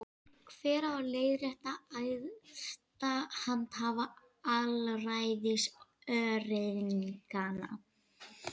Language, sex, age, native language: Icelandic, female, 12, Icelandic